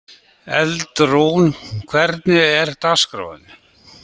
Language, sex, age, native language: Icelandic, male, 60-69, Icelandic